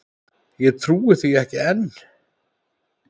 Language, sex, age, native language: Icelandic, male, 10, Icelandic